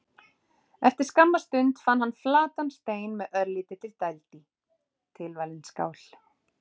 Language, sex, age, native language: Icelandic, female, 30-39, Icelandic